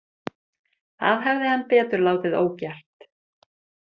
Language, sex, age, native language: Icelandic, female, 30-39, Icelandic